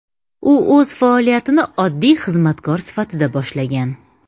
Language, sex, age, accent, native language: Uzbek, female, 30-39, Samarqand, Uzbek